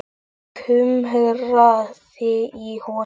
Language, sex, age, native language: Icelandic, male, 8, Icelandic